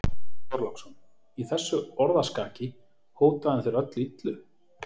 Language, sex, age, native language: Icelandic, male, 40-49, Icelandic